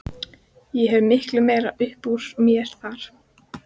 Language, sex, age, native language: Icelandic, female, 14, Icelandic